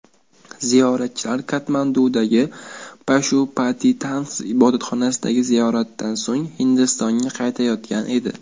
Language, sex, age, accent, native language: Uzbek, male, under 19, Toshkent shahri, Uzbek